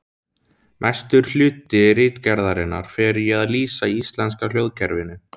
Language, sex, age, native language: Icelandic, male, 17, Icelandic